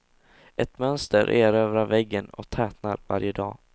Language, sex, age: Swedish, male, 16